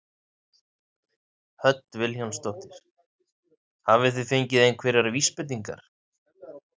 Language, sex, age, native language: Icelandic, male, 40-49, Icelandic